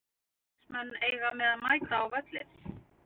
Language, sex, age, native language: Icelandic, female, 50-59, Icelandic